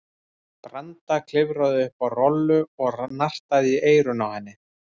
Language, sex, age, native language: Icelandic, male, 30-39, Icelandic